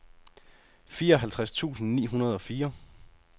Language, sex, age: Danish, male, 30